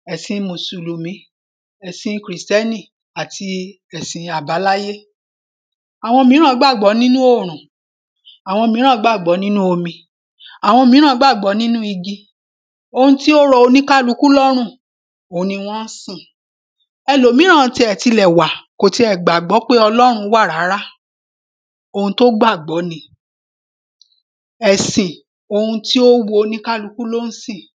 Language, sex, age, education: Yoruba, female, 46-60, primary